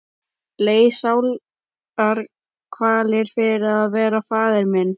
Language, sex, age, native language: Icelandic, male, 12, Icelandic